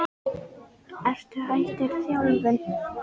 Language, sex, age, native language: Icelandic, female, 10, Icelandic